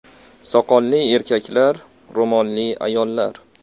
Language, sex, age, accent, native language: Uzbek, male, 18-24, Farg'ona, Uzbek